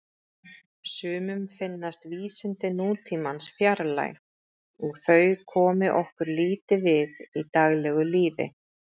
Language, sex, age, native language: Icelandic, female, 30-39, Icelandic